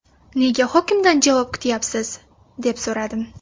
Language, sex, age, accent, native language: Uzbek, female, 19-29, Surxondaryo, Uzbek